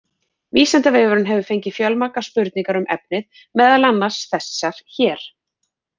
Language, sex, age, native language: Icelandic, female, 40-49, Icelandic